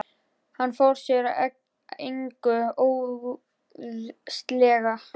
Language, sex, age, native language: Icelandic, male, 11, Icelandic